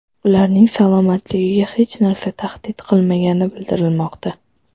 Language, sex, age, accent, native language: Uzbek, female, 12-17, Toshkent viloyati, Uzbek